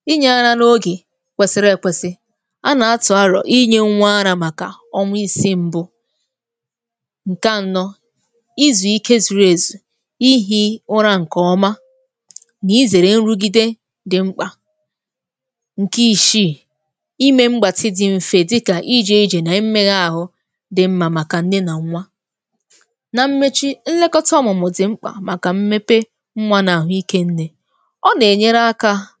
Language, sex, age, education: Igbo, female, 15-29, tertiary